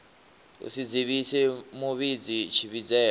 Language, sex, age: Venda, male, 24